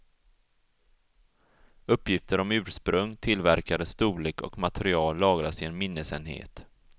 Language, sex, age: Swedish, male, 34